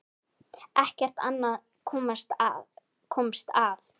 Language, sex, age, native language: Icelandic, female, 10, Icelandic